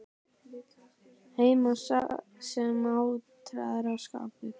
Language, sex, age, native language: Icelandic, male, 12, Icelandic